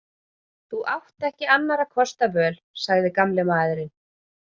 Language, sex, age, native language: Icelandic, female, 30-39, Icelandic